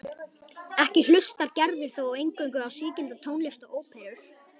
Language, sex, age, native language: Icelandic, male, 11, Icelandic